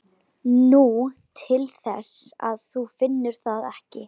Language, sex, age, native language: Icelandic, female, 12, Icelandic